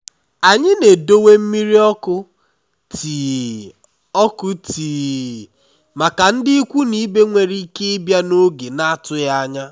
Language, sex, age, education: Igbo, male, 15-29, tertiary